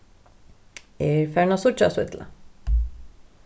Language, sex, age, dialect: Faroese, female, 36-60, Norðurstreymoy/Eysturoy